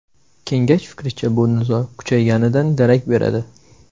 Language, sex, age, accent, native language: Uzbek, male, 18-24, Samarqand, Uzbek